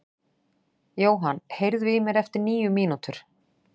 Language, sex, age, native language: Icelandic, female, 40-49, Icelandic